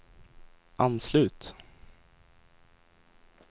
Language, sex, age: Swedish, male, 20